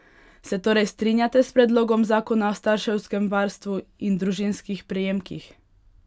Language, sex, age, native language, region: Slovenian, female, 18-29, Hungarian, Pomurje region